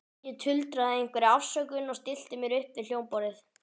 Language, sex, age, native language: Icelandic, male, 12, Icelandic